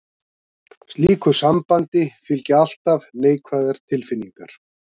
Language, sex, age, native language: Icelandic, male, 50-59, Icelandic